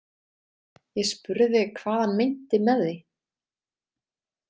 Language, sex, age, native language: Icelandic, female, 30-39, Icelandic